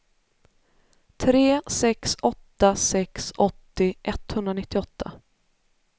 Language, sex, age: Swedish, female, 33